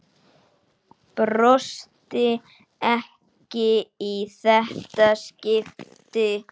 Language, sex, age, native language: Icelandic, male, 9, Icelandic